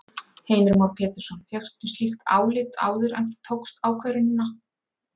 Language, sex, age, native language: Icelandic, female, 40-49, Icelandic